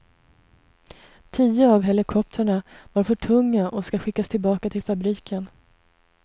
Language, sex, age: Swedish, female, 33